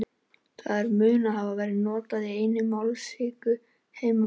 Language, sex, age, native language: Icelandic, male, 18-19, Icelandic